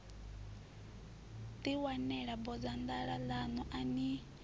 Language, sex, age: Venda, female, 20